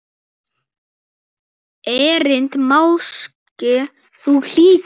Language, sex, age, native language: Icelandic, male, 8, Icelandic